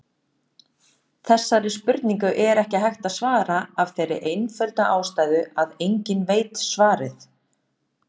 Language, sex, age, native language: Icelandic, female, 30-39, Icelandic